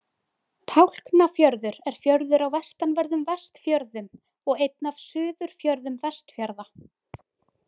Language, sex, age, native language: Icelandic, female, 20-29, Icelandic